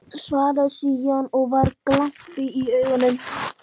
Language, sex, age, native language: Icelandic, female, 12, Icelandic